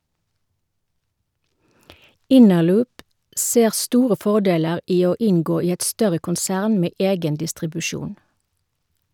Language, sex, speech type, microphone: Norwegian, female, read, Shure